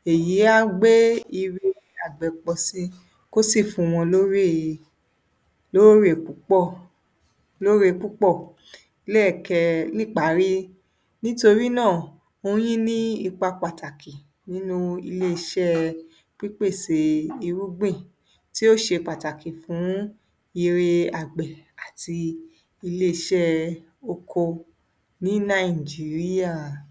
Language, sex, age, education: Yoruba, female, 30-45, tertiary